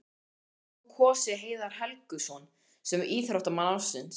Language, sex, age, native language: Icelandic, male, 13, Icelandic